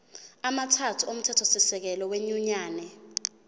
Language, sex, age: Zulu, female, 20